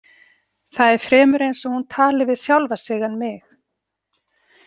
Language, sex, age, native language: Icelandic, female, 40-49, Icelandic